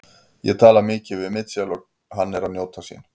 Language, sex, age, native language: Icelandic, male, 50-59, Icelandic